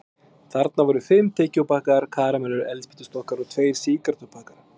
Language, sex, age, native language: Icelandic, male, 20-29, Icelandic